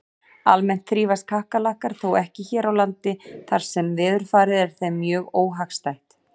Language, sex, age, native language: Icelandic, female, 40-49, Icelandic